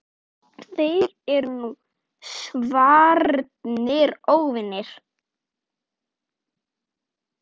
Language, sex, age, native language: Icelandic, female, 9, Icelandic